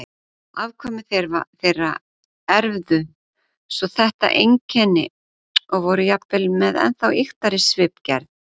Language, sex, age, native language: Icelandic, female, 40-49, Icelandic